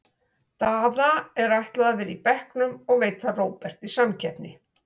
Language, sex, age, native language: Icelandic, female, 60-69, Icelandic